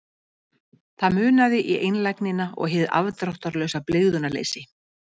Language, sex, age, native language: Icelandic, female, 50-59, Icelandic